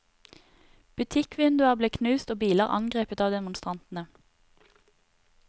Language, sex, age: Norwegian, female, 30